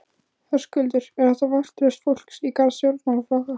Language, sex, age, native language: Icelandic, female, 15, Icelandic